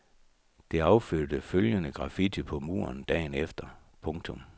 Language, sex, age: Danish, male, 64